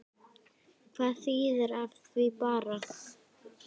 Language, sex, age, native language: Icelandic, female, 10, Icelandic